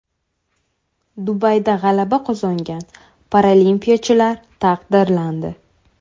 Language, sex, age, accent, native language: Uzbek, female, 18-24, Toshkent viloyati, Uzbek